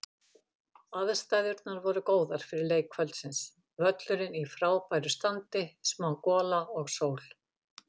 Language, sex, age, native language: Icelandic, female, 50-59, Icelandic